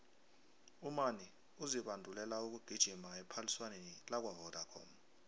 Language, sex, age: South Ndebele, male, 23